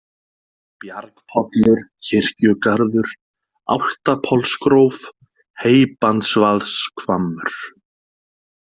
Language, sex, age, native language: Icelandic, male, 40-49, Icelandic